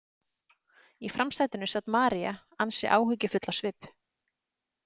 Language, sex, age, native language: Icelandic, female, 30-39, Icelandic